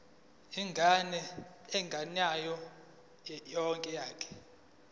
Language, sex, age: Zulu, male, 20